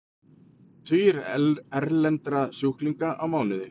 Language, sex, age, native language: Icelandic, male, 40-49, Icelandic